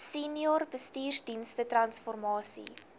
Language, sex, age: Afrikaans, female, 19